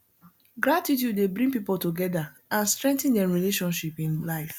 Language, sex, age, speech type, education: Nigerian Pidgin, female, 30-45, spontaneous, tertiary